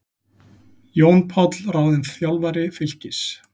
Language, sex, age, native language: Icelandic, male, 40-49, Icelandic